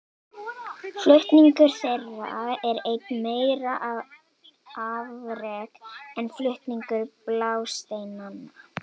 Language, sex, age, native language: Icelandic, female, 18-19, Icelandic